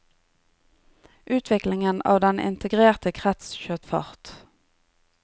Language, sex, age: Norwegian, female, 30